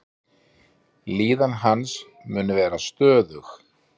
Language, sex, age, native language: Icelandic, male, 50-59, Icelandic